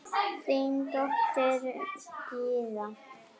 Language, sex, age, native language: Icelandic, female, 8, Icelandic